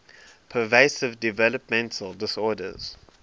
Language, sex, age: English, male, 23